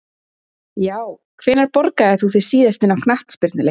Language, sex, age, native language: Icelandic, female, 30-39, Icelandic